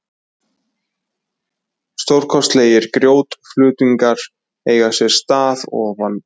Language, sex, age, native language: Icelandic, male, 20-29, Icelandic